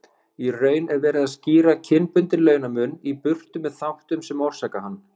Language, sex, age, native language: Icelandic, male, 30-39, Icelandic